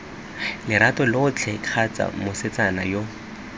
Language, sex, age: Tswana, male, 21